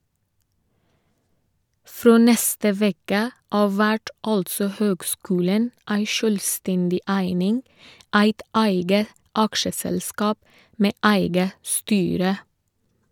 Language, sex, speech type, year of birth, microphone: Norwegian, female, read, 1988, Shure